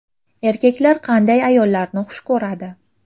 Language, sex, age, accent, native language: Uzbek, female, 18-24, Qashqadaryo, Uzbek